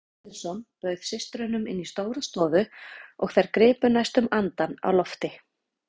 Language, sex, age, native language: Icelandic, female, 30-39, Icelandic